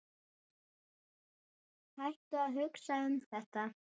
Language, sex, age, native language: Icelandic, male, 9, Icelandic